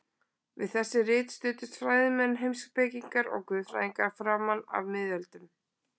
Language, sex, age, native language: Icelandic, female, 20-29, Icelandic